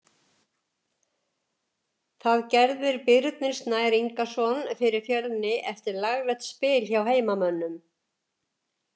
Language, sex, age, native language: Icelandic, female, 70-79, Icelandic